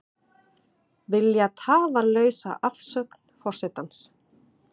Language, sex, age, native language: Icelandic, female, 30-39, Icelandic